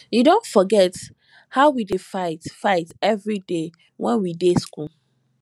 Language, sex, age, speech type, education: Nigerian Pidgin, female, 15-29, spontaneous, tertiary